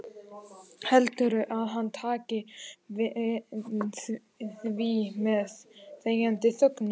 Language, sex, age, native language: Icelandic, male, 12, Icelandic